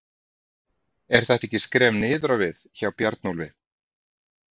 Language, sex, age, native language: Icelandic, male, 30-39, Icelandic